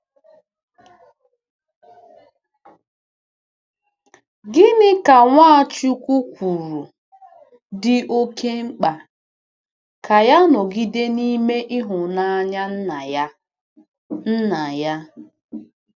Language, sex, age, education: Igbo, female, 15-29, tertiary